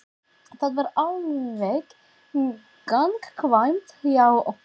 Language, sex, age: Icelandic, female, 40-49